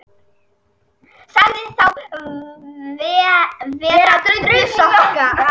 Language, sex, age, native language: Icelandic, female, 40-49, Icelandic